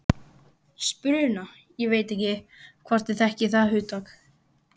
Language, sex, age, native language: Icelandic, female, 11, Icelandic